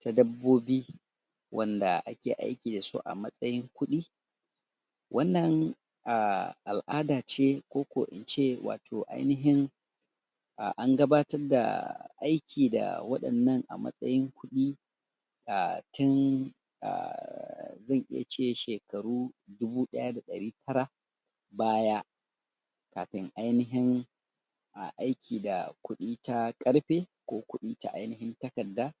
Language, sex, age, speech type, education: Hausa, male, 30-45, spontaneous, tertiary